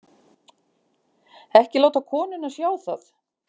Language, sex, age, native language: Icelandic, female, 50-59, Icelandic